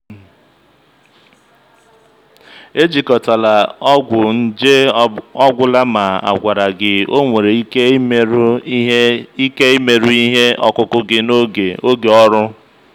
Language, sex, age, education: Igbo, male, 30-45, tertiary